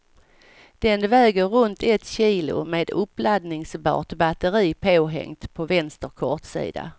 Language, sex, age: Swedish, female, 55